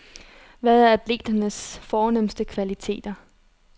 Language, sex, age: Danish, female, 30